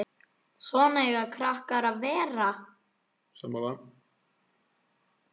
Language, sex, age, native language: Icelandic, male, 9, Icelandic